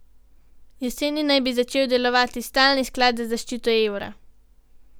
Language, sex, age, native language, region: Slovenian, female, 12-17, Slovenian, Gorenjska region